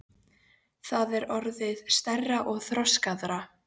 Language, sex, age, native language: Icelandic, female, 13, Polish